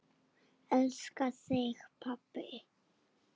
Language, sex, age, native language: Icelandic, female, 8, Serbo-Croatian